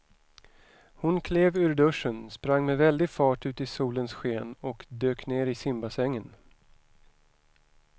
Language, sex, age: Swedish, male, 41